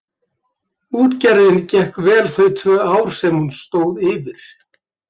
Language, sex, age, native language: Icelandic, male, 70-79, Icelandic